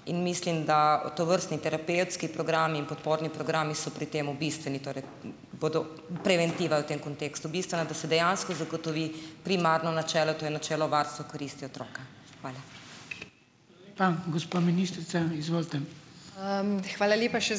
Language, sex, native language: Slovenian, female, Slovenian